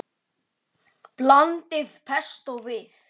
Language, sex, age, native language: Icelandic, male, 9, Icelandic